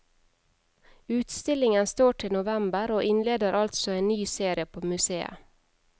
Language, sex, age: Norwegian, female, 31